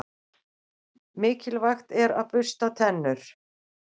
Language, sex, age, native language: Icelandic, female, 60-69, Icelandic